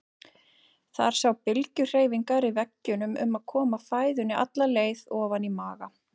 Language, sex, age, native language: Icelandic, female, 40-49, Icelandic